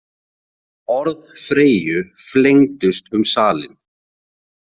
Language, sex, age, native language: Icelandic, male, 30-39, Icelandic